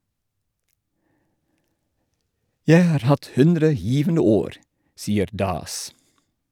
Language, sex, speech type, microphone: Norwegian, male, read, Shure